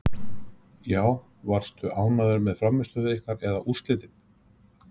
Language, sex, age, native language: Icelandic, male, 30-39, Icelandic